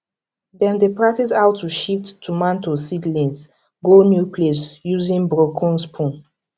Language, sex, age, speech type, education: Nigerian Pidgin, female, 15-29, spontaneous, tertiary